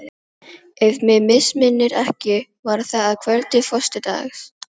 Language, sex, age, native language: Icelandic, female, 12, Filipino